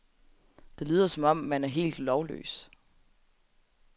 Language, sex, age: Danish, female, 20